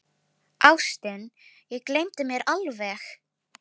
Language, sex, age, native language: Icelandic, female, 10, Filipino